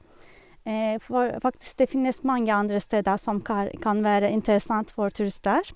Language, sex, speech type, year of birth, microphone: Norwegian, female, spontaneous, 1983, Sennheiser